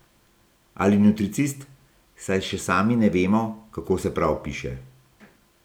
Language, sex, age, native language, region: Slovenian, male, 60+, Slovenian, Gorenjska region